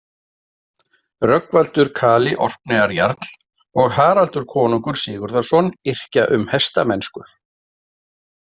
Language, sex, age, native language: Icelandic, male, 40-49, Icelandic